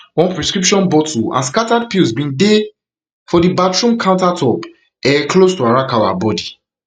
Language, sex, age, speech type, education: Nigerian Pidgin, male, 15-29, spontaneous, tertiary